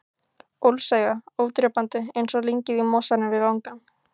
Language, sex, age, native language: Icelandic, female, 15, Icelandic